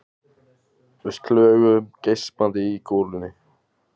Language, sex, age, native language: Icelandic, male, 20-29, Icelandic